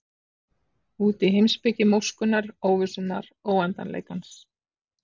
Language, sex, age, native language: Icelandic, female, 40-49, Icelandic